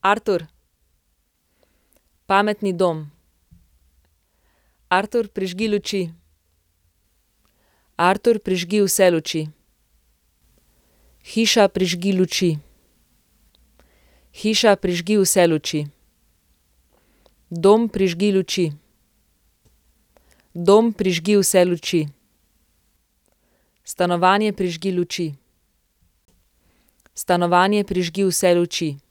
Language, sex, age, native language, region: Slovenian, female, 18-29, Slovenian, Central Slovenia